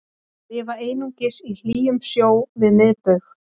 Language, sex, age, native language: Icelandic, female, 30-39, Icelandic